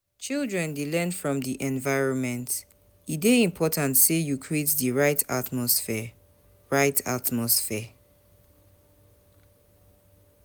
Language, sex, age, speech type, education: Nigerian Pidgin, female, 30-45, spontaneous, tertiary